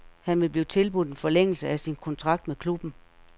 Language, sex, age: Danish, female, 48